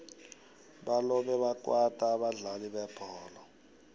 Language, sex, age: South Ndebele, male, 23